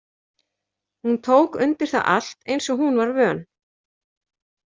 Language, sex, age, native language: Icelandic, female, 40-49, Icelandic